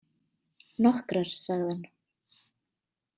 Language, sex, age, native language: Icelandic, female, 20-29, Icelandic